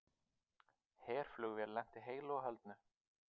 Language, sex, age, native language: Icelandic, male, 30-39, Icelandic